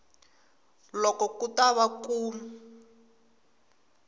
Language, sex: Tsonga, female